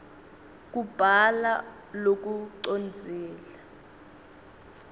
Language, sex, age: Swati, female, 19